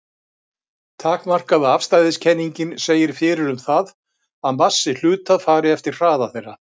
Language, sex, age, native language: Icelandic, male, 60-69, Icelandic